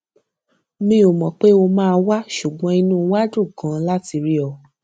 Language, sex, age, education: Yoruba, female, 15-29, tertiary